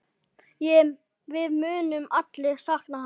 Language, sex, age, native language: Icelandic, male, 10, Icelandic